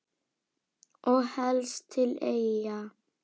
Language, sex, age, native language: Icelandic, female, 8, Icelandic